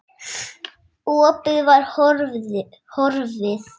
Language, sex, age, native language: Icelandic, male, 7, Icelandic